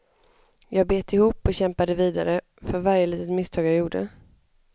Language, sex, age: Swedish, male, 25